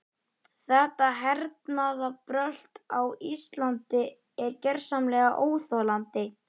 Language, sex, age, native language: Icelandic, male, 11, Icelandic